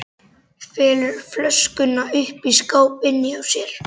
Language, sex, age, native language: Icelandic, male, 11, Icelandic